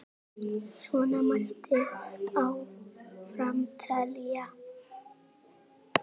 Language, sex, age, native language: Icelandic, female, 7, Icelandic